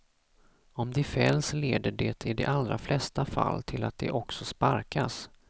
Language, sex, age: Swedish, male, 34